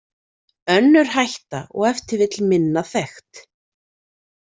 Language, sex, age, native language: Icelandic, female, 40-49, Icelandic